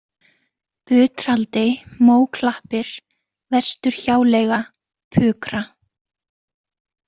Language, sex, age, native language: Icelandic, female, 20-29, Icelandic